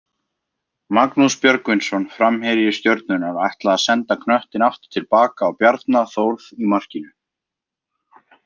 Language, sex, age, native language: Icelandic, male, 20-29, Icelandic